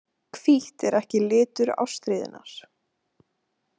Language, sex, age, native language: Icelandic, female, 18-19, Icelandic